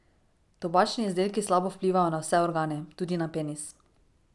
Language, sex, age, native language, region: Slovenian, female, 18-29, Slovenian, Drava region